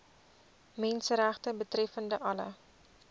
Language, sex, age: Afrikaans, female, 20